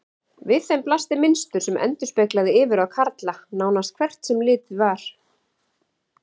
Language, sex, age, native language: Icelandic, female, 40-49, Icelandic